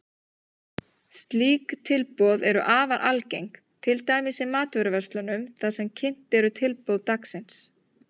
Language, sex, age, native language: Icelandic, female, 30-39, Icelandic